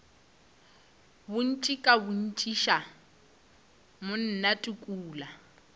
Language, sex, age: Northern Sotho, female, 26